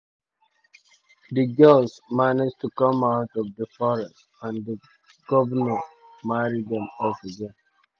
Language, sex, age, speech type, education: Nigerian Pidgin, male, 30-45, spontaneous, tertiary